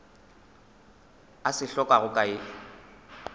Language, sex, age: Northern Sotho, male, 21